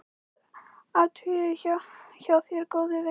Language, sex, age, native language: Icelandic, female, 14, Icelandic